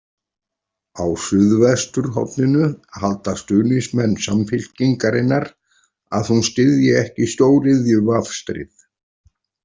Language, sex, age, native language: Icelandic, male, 40-49, Icelandic